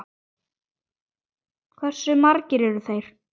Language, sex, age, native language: Icelandic, male, 9, Icelandic